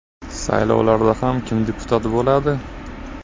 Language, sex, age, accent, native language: Uzbek, male, 19-29, Farg'ona, Uzbek